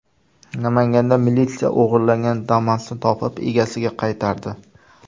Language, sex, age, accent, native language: Uzbek, male, 18-24, Jizzax, Uzbek